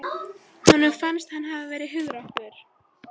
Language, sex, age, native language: Icelandic, female, 13, Icelandic